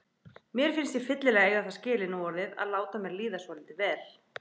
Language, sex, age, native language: Icelandic, other, 30-39, Icelandic